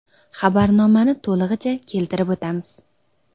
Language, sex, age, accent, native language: Uzbek, female, 19-29, Xorazm, Uzbek